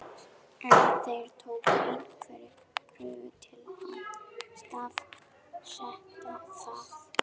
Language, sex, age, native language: Icelandic, female, 11, German